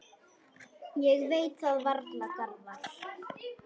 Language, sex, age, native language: Icelandic, female, 10, Icelandic